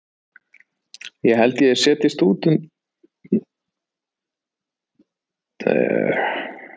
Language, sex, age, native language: Icelandic, male, 30-39, Icelandic